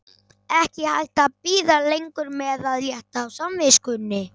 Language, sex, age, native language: Icelandic, male, 11, Icelandic